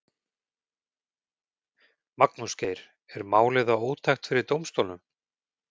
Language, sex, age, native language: Icelandic, male, 40-49, Icelandic